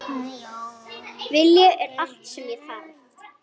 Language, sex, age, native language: Icelandic, female, 8, Icelandic